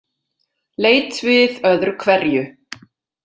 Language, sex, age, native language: Icelandic, female, 50-59, Icelandic